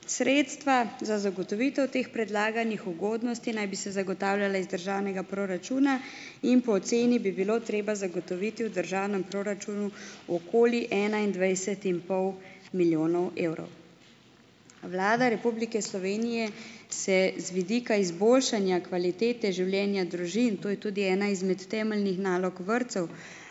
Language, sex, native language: Slovenian, female, Slovenian